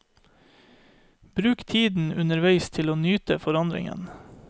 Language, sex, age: Norwegian, male, 31